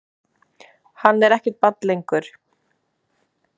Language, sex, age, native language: Icelandic, male, 10, Icelandic